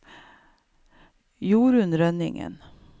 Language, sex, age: Norwegian, female, 55